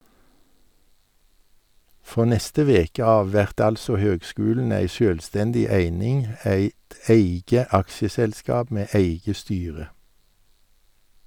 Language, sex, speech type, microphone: Norwegian, male, read, Sennheiser